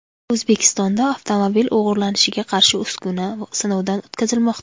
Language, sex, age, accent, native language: Uzbek, female, 19-29, Samarqand, Uzbek